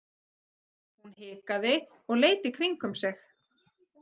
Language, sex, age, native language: Icelandic, female, 30-39, Icelandic